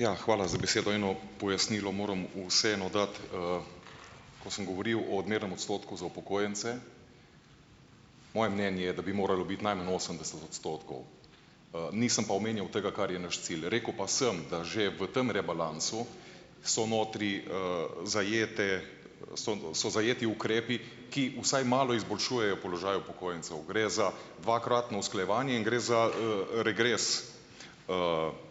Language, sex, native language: Slovenian, male, Slovenian